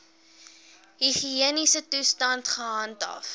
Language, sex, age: Afrikaans, female, 18